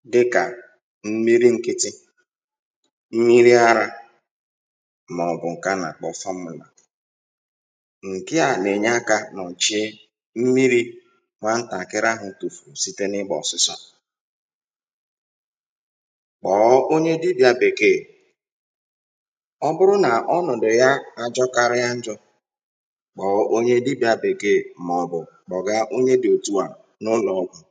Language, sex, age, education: Igbo, male, 46-60, tertiary